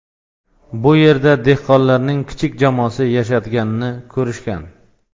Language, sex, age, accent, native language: Uzbek, male, 35+, Xorazm, Uzbek